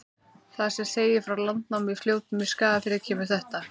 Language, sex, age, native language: Icelandic, female, 30-39, Icelandic